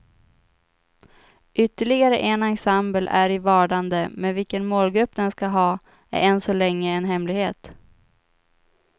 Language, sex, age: Swedish, female, 25